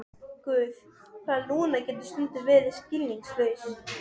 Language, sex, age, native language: Icelandic, female, 12, Serbo-Croatian